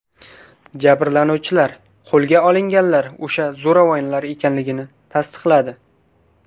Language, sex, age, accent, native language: Uzbek, male, 19-29, Qashqadaryo, Uzbek